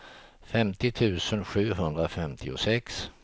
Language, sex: Swedish, male